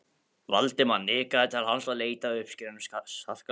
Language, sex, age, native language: Icelandic, male, 15, Icelandic